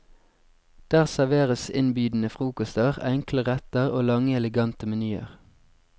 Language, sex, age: Norwegian, male, 20